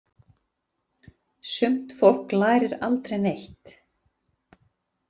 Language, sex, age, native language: Icelandic, female, 40-49, Icelandic